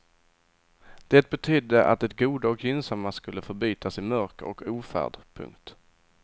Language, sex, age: Swedish, male, 22